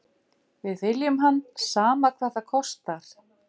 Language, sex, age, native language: Icelandic, female, 50-59, Icelandic